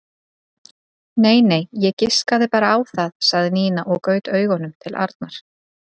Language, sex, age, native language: Icelandic, female, 30-39, Icelandic